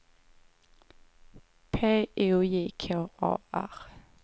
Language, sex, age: Swedish, female, 18